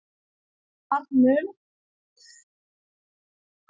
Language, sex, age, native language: Icelandic, female, 40-49, Icelandic